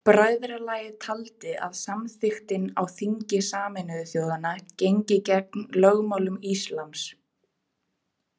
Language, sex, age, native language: Icelandic, female, 20-29, Icelandic